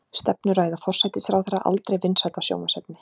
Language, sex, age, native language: Icelandic, female, 40-49, Icelandic